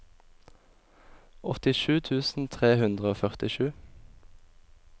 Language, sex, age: Norwegian, male, 24